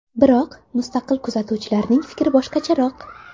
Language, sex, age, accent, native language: Uzbek, female, 18-24, Toshkent shahri, Uzbek